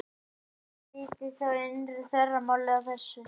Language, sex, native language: Icelandic, male, Icelandic